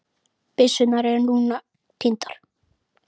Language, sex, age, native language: Icelandic, female, 30-39, Icelandic